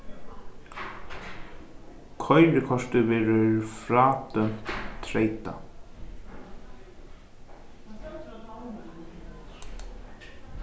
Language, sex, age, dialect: Faroese, male, 15-35, Norðuroyggjar